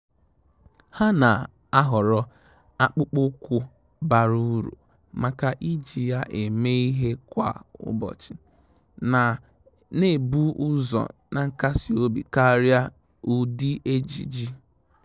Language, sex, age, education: Igbo, male, 15-29, tertiary